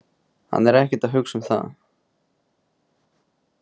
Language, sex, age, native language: Icelandic, male, 20-29, Icelandic